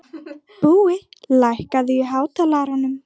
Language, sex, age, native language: Icelandic, female, 12, Icelandic